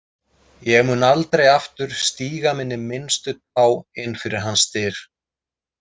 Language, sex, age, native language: Icelandic, male, 30-39, Icelandic